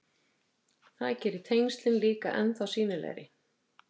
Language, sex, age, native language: Icelandic, female, 50-59, Icelandic